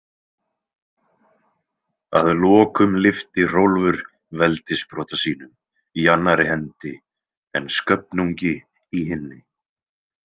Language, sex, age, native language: Icelandic, male, 20-29, Icelandic